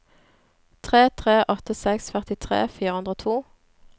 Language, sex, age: Norwegian, female, 26